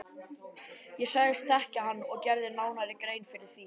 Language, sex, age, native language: Icelandic, male, 12, Icelandic